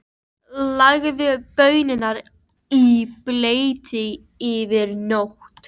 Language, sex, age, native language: Icelandic, female, 13, Icelandic